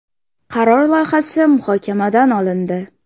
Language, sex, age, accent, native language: Uzbek, female, 12-17, Xorazm, Uzbek